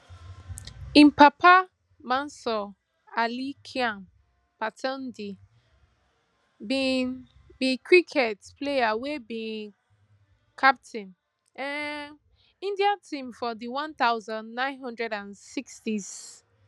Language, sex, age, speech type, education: Nigerian Pidgin, female, 15-29, spontaneous, tertiary